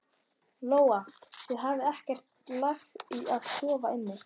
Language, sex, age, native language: Icelandic, female, 14, Icelandic